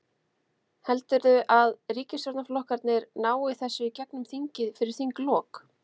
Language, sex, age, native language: Icelandic, female, 30-39, Icelandic